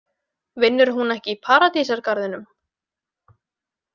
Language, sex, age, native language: Icelandic, female, 20-29, Icelandic